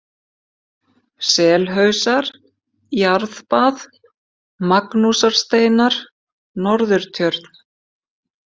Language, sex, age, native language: Icelandic, female, 50-59, Icelandic